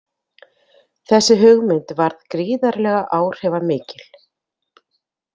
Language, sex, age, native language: Icelandic, female, 50-59, Icelandic